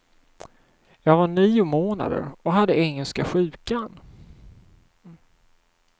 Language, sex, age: Swedish, male, 31